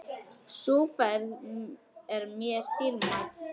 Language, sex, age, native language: Icelandic, female, 10, Icelandic